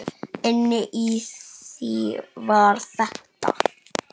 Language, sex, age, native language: Icelandic, male, 9, Icelandic